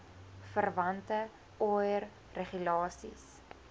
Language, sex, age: Afrikaans, female, 20